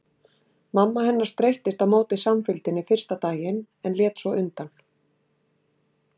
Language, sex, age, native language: Icelandic, female, 60-69, Icelandic